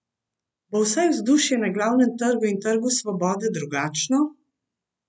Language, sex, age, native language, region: Slovenian, female, 50-59, Slovenian, Central Slovenia